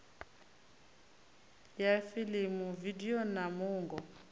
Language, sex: Venda, female